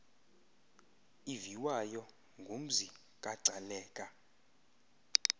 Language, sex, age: Xhosa, male, 20